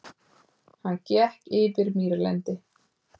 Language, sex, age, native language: Icelandic, female, 30-39, Icelandic